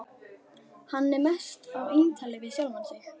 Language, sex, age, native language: Icelandic, female, 12, Icelandic